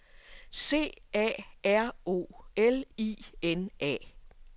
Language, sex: Danish, female